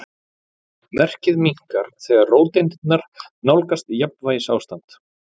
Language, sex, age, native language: Icelandic, male, 40-49, Icelandic